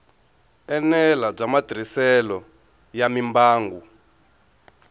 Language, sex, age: Tsonga, male, 23